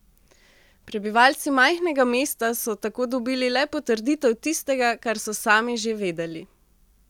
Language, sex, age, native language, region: Slovenian, female, 18-29, Slovenian, Central Slovenia